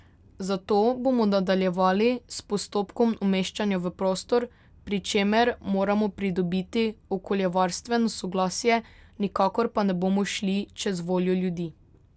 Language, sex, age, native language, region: Slovenian, female, 18-29, Slovenian, Drava region